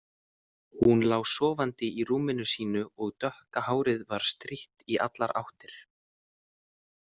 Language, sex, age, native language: Icelandic, male, 18-19, Icelandic